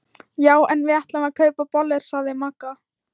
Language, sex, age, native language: Icelandic, female, 13, Thai